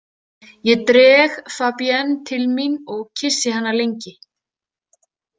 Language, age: Icelandic, 18-19